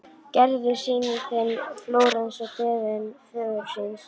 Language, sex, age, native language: Icelandic, female, 11, Icelandic